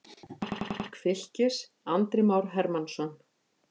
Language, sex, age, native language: Icelandic, female, 50-59, Icelandic